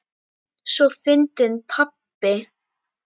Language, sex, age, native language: Icelandic, female, 10, Icelandic